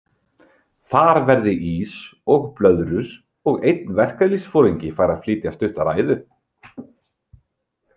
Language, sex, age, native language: Icelandic, male, 30-39, Icelandic